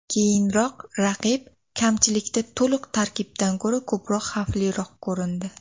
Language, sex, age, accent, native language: Uzbek, female, under 19, Toshkent viloyati, Uzbek